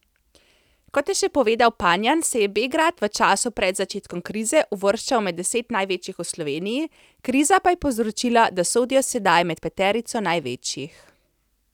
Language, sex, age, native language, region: Slovenian, female, 30-49, Slovenian, Central Slovenia